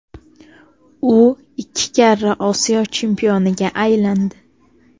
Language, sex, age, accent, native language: Uzbek, female, 12-17, Toshkent shahri, Uzbek